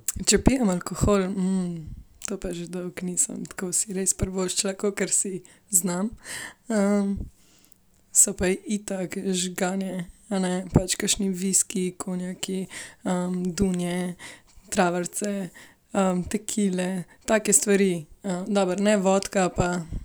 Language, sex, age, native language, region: Slovenian, female, 18-29, Slovenian, Central Slovenia